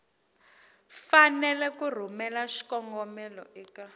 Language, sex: Tsonga, female